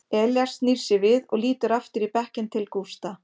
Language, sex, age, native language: Icelandic, female, 50-59, Icelandic